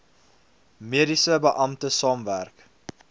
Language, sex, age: Afrikaans, male, 22